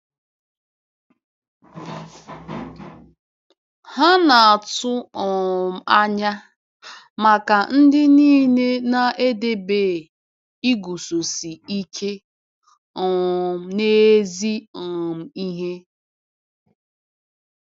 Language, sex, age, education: Igbo, female, 15-29, tertiary